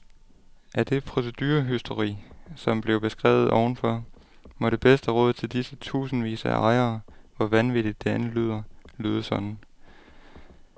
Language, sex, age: Danish, male, 18